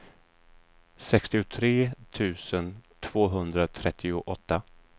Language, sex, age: Swedish, male, 34